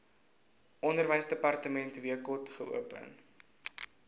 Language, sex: Afrikaans, male